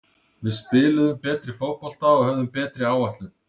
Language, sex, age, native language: Icelandic, male, 30-39, Icelandic